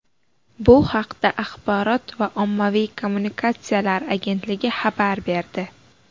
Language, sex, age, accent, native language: Uzbek, female, 19-29, Buxoro, Uzbek